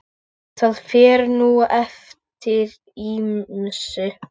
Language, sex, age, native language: Icelandic, male, 8, Icelandic